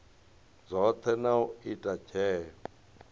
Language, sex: Venda, male